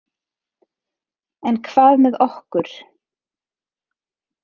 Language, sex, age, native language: Icelandic, female, 30-39, Icelandic